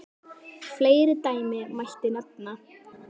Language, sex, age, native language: Icelandic, female, 10, Icelandic